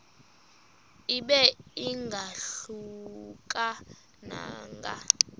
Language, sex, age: Xhosa, female, 26